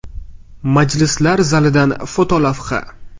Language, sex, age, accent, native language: Uzbek, male, 18-24, Navoiy, Uzbek